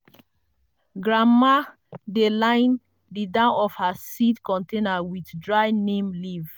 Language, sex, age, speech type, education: Nigerian Pidgin, female, 30-45, spontaneous, tertiary